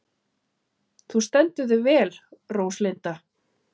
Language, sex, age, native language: Icelandic, female, 30-39, Icelandic